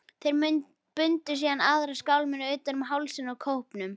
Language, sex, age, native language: Icelandic, female, 11, Icelandic